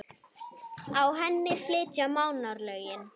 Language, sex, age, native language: Icelandic, female, 8, Icelandic